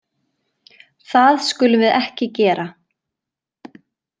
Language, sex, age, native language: Icelandic, female, 20-29, Icelandic